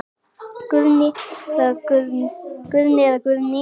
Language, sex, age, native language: Icelandic, female, 9, Icelandic